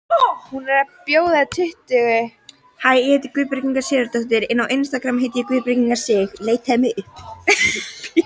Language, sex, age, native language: Icelandic, female, 14, Icelandic